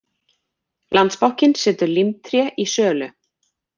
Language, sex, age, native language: Icelandic, female, 40-49, Icelandic